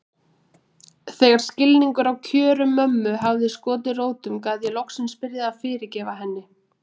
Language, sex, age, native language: Icelandic, female, 20-29, Icelandic